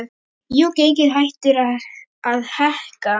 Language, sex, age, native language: Icelandic, female, 10, Icelandic